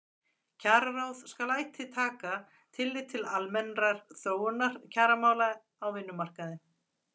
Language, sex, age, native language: Icelandic, female, 40-49, Icelandic